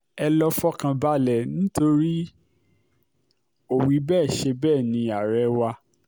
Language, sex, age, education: Yoruba, male, 30-45, tertiary